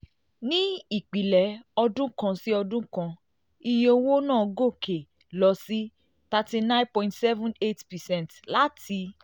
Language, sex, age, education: Yoruba, female, 30-45, tertiary